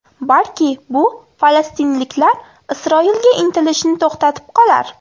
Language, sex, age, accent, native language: Uzbek, female, 18-24, Farg'ona, Uzbek